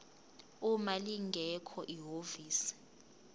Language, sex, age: Zulu, female, 22